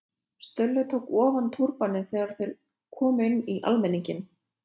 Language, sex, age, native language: Icelandic, female, 20-29, Lithuanian